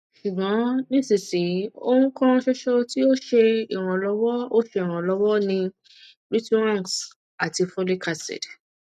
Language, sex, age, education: Yoruba, female, 30-45, tertiary